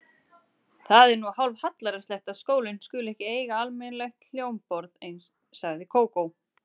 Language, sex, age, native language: Icelandic, female, 30-39, Icelandic